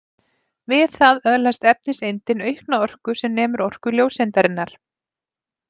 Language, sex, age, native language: Icelandic, female, 30-39, Icelandic